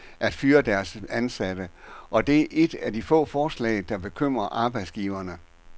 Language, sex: Danish, male